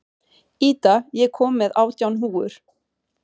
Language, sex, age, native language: Icelandic, female, 40-49, Swedish